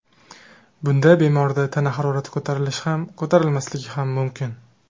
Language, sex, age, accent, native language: Uzbek, male, 19-29, Toshkent shahri, Uzbek